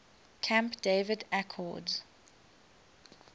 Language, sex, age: English, female, 21